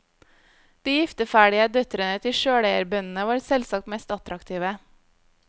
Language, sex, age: Norwegian, female, 25